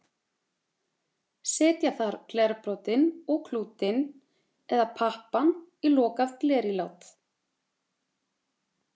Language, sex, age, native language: Icelandic, female, 30-39, Icelandic